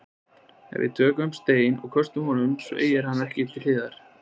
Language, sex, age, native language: Icelandic, male, 20-29, Icelandic